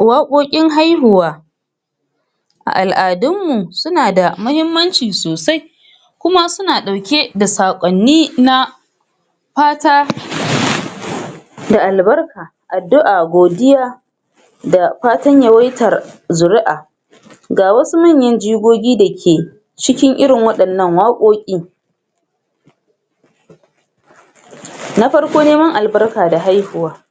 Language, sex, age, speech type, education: Hausa, female, 46-60, spontaneous, tertiary